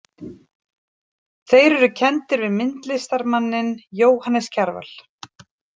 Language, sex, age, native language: Icelandic, female, 40-49, Icelandic